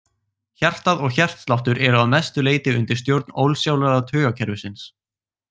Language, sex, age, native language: Icelandic, male, 18-19, Icelandic